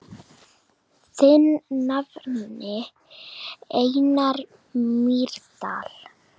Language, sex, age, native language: Icelandic, female, 9, Icelandic